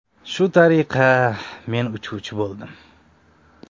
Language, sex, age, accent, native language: Uzbek, male, 25-34, Sirdaryo, Uzbek